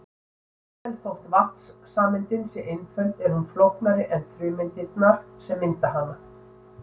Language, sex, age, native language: Icelandic, female, 60-69, Icelandic